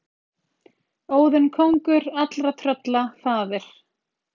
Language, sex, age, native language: Icelandic, female, 30-39, Icelandic